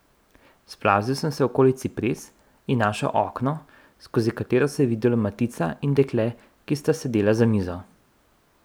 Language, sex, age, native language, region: Slovenian, male, 30-49, Slovenian, Central Slovenia